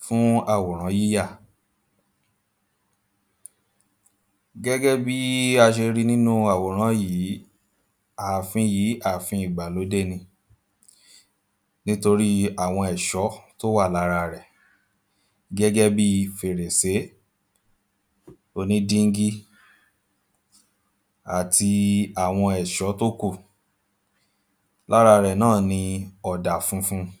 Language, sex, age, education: Yoruba, male, 15-29, primary